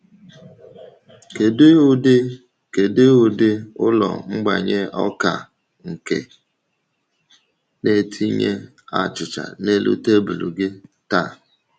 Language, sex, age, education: Igbo, male, 30-45, tertiary